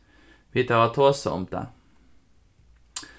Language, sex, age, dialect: Faroese, male, 15-35, Suðurstreymoy